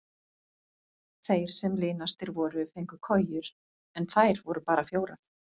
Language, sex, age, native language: Icelandic, female, 50-59, Icelandic